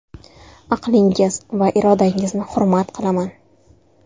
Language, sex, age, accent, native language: Uzbek, female, 19-29, Toshkent shahri, Uzbek